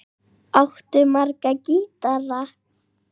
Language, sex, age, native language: Icelandic, female, 8, Icelandic